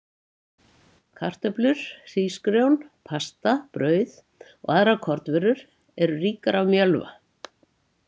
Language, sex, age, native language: Icelandic, female, 70-79, Icelandic